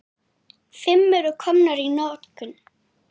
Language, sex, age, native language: Icelandic, female, 9, Icelandic